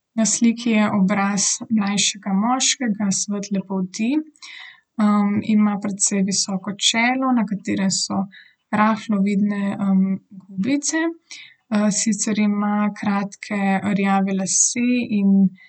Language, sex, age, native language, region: Slovenian, female, 18-29, Slovenian, Southeast Slovenia